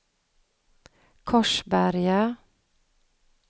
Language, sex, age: Swedish, female, 35